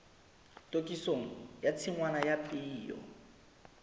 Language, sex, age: Southern Sotho, male, 25